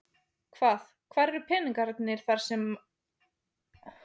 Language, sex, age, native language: Icelandic, female, 20-29, Icelandic